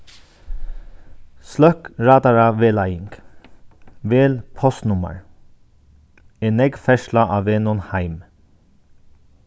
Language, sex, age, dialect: Faroese, male, 36-60, Sandoy